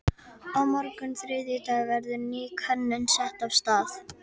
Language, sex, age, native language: Icelandic, female, 50-59, Icelandic